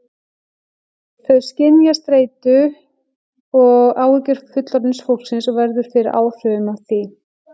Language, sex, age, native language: Icelandic, female, 40-49, Icelandic